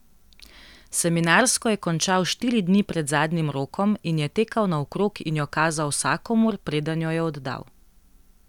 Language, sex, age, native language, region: Slovenian, female, 18-29, Slovenian, Central Slovenia